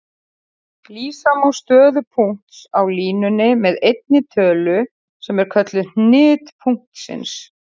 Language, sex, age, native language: Icelandic, female, 40-49, Icelandic